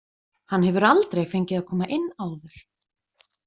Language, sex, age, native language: Icelandic, female, 20-29, Icelandic